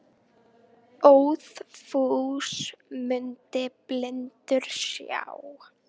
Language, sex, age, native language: Icelandic, female, 18-19, Icelandic